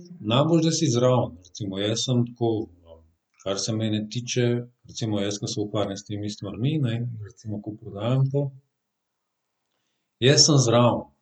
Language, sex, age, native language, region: Slovenian, male, 30-49, Slovenian, Southeast Slovenia